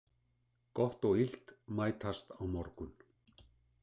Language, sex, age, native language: Icelandic, male, 60-69, Icelandic